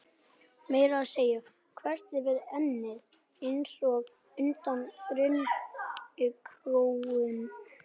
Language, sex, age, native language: Icelandic, male, 11, Icelandic